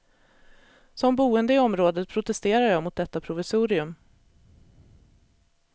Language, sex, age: Swedish, female, 37